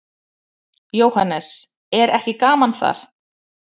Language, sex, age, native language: Icelandic, female, 30-39, Icelandic